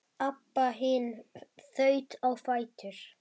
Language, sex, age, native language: Icelandic, female, 10, Icelandic